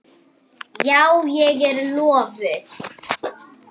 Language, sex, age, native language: Icelandic, female, 7, Icelandic